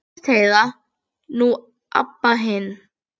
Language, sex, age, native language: Icelandic, female, 9, Icelandic